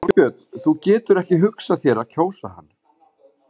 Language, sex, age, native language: Icelandic, male, 40-49, Icelandic